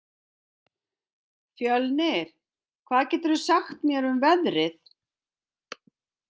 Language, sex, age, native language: Icelandic, female, 50-59, Icelandic